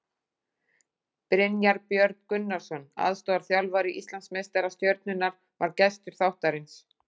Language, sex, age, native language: Icelandic, female, 40-49, Icelandic